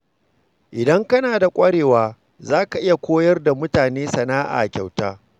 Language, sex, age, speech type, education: Hausa, male, 46-60, read, secondary